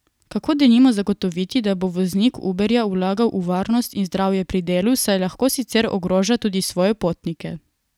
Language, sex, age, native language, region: Slovenian, female, 18-29, Slovenian, Coastal Karst region